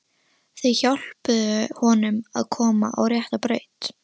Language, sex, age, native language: Icelandic, female, 13, Russian